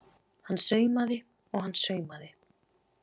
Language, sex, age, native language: Icelandic, female, 20-29, Icelandic